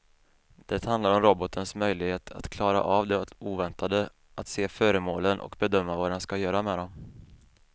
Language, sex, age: Swedish, male, 28